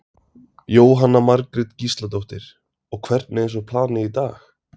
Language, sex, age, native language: Icelandic, male, 20-29, Icelandic